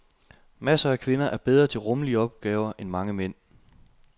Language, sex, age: Danish, male, 27